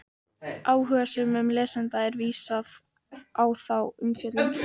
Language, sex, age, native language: Icelandic, female, 18-19, Icelandic